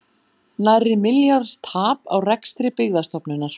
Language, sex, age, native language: Icelandic, female, 40-49, Icelandic